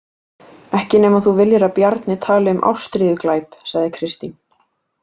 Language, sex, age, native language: Icelandic, female, 18-19, Icelandic